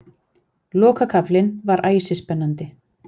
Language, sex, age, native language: Icelandic, female, 40-49, Icelandic